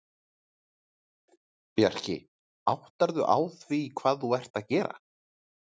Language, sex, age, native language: Icelandic, male, 30-39, Icelandic